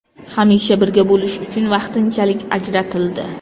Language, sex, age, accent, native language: Uzbek, female, 25-34, Qashqadaryo, Uzbek